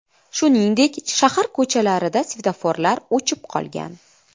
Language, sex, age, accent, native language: Uzbek, female, 25-34, Qashqadaryo, Uzbek